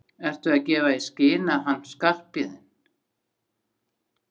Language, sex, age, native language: Icelandic, female, 60-69, Icelandic